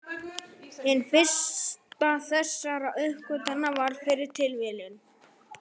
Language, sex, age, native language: Icelandic, female, 30-39, Icelandic